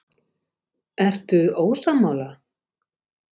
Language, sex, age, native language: Icelandic, female, 50-59, Icelandic